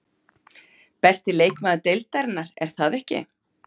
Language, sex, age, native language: Icelandic, female, 50-59, Icelandic